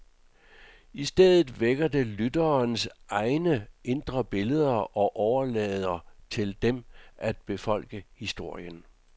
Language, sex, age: Danish, male, 66